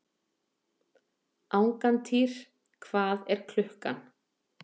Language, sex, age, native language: Icelandic, female, 40-49, Icelandic